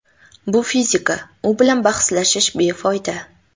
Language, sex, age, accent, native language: Uzbek, female, 12-17, Toshkent shahri, Uzbek